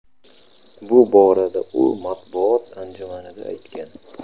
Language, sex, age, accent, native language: Uzbek, male, 25-34, Samarqand, Uzbek